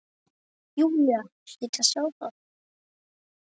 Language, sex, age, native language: Icelandic, female, 8, Icelandic